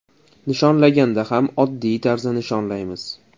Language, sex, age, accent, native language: Uzbek, male, 25-34, Toshkent shahri, Uzbek